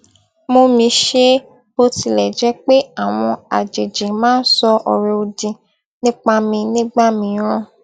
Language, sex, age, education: Yoruba, female, 15-29, tertiary